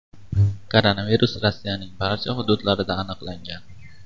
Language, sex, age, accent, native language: Uzbek, male, 19-29, Andijon, Uzbek